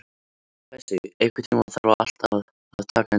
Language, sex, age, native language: Icelandic, male, 13, Icelandic